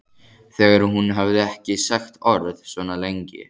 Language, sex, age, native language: Icelandic, male, 14, Icelandic